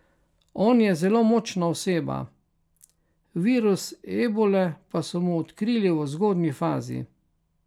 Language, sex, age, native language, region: Slovenian, male, 60+, Slovenian, Carinthia region